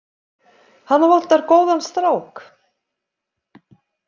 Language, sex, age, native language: Icelandic, female, 50-59, Icelandic